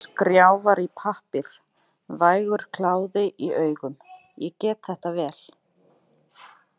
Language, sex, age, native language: Icelandic, female, 30-39, Icelandic